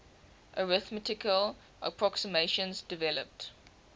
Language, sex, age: English, female, 18